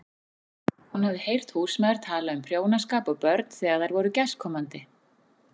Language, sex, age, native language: Icelandic, female, 40-49, Icelandic